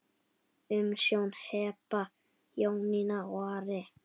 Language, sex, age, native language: Icelandic, male, 10, Icelandic